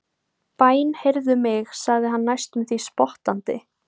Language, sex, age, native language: Icelandic, female, 18-19, Icelandic